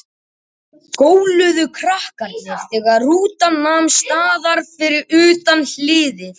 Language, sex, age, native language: Icelandic, male, 18-19, Icelandic